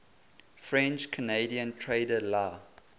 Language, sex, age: English, male, 20